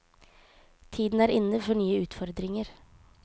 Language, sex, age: Norwegian, female, 18